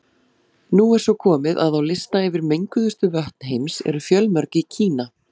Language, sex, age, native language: Icelandic, female, 40-49, Icelandic